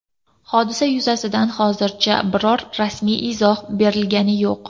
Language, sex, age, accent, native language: Uzbek, female, 18-24, Qashqadaryo, Uzbek